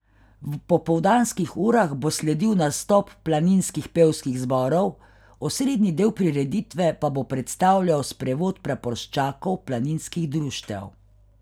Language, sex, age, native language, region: Slovenian, female, 50-59, Slovenian, Carinthia region